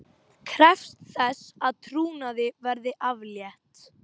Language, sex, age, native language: Icelandic, female, 18-19, Icelandic